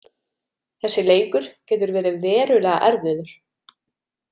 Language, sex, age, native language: Icelandic, female, 30-39, Icelandic